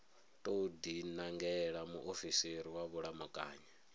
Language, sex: Venda, male